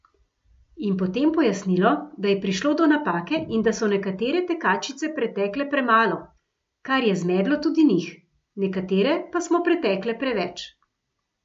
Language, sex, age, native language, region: Slovenian, female, 50-59, Slovenian, Gorenjska region